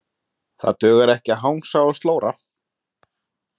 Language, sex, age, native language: Icelandic, male, 30-39, Icelandic